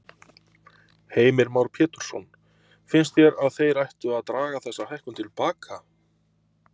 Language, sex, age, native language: Icelandic, male, 30-39, Icelandic